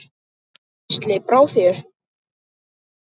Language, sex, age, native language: Icelandic, male, 9, Icelandic